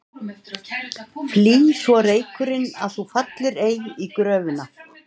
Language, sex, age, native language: Icelandic, female, 60-69, Icelandic